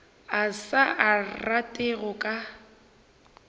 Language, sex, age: Northern Sotho, female, 21